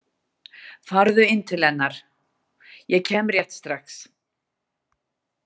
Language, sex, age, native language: Icelandic, female, 60-69, Icelandic